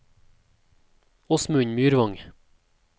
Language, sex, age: Norwegian, male, 27